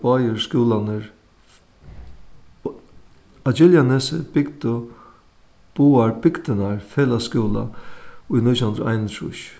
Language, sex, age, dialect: Faroese, male, 61+, Suðuroy